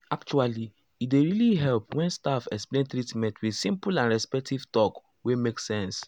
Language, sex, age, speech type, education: Nigerian Pidgin, male, 15-29, spontaneous, tertiary